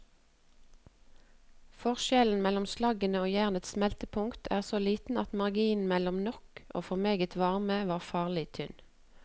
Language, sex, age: Norwegian, female, 48